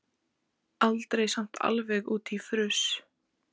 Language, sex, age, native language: Icelandic, female, 14, Icelandic